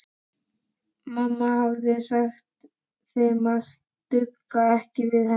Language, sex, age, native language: Icelandic, male, 12, Icelandic